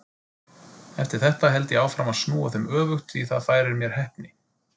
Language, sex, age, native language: Icelandic, male, 30-39, Icelandic